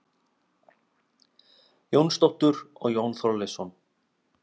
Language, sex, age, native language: Icelandic, male, 30-39, Icelandic